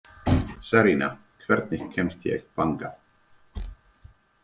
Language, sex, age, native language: Icelandic, male, 30-39, Icelandic